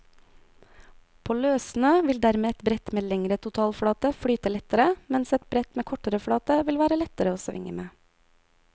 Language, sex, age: Norwegian, female, 22